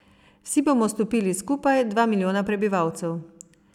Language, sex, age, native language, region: Slovenian, female, 50-59, Slovenian, Savinja region